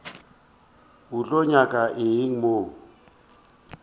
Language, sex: Northern Sotho, male